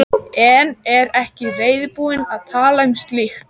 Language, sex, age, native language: Icelandic, female, 14, Icelandic